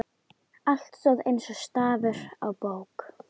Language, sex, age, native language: Icelandic, female, 11, Icelandic